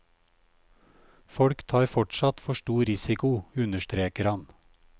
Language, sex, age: Norwegian, male, 56